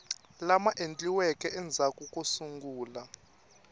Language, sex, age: Tsonga, male, 21